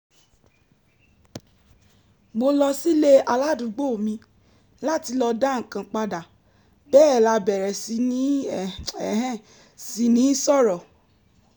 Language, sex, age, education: Yoruba, female, 15-29, tertiary